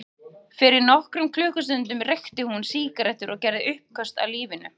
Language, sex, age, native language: Icelandic, female, 30-39, Icelandic